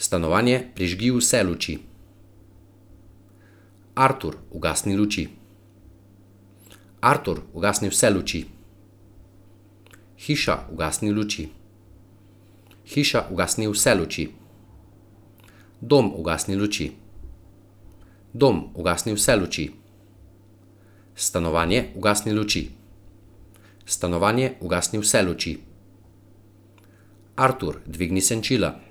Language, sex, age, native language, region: Slovenian, male, 30-49, Slovenian, Central Slovenia